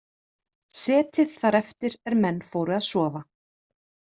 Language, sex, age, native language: Icelandic, female, 30-39, Icelandic